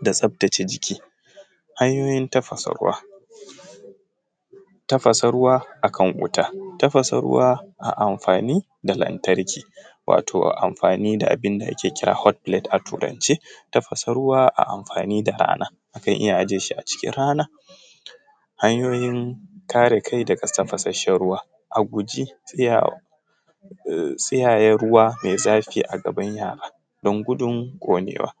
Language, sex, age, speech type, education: Hausa, male, 15-29, spontaneous, tertiary